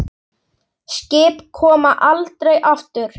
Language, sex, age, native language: Icelandic, male, 8, Icelandic